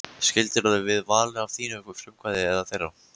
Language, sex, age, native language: Icelandic, male, 14, Icelandic